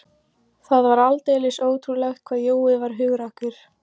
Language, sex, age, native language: Icelandic, female, 14, Icelandic